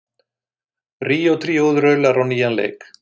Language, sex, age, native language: Icelandic, male, 60-69, Icelandic